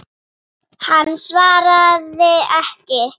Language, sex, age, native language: Icelandic, female, 8, Icelandic